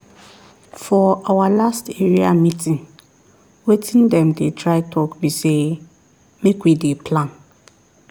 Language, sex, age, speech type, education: Nigerian Pidgin, female, 30-45, spontaneous, tertiary